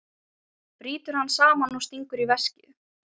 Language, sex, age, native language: Icelandic, female, 40-49, Ukrainian